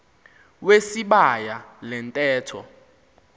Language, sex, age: Xhosa, male, 19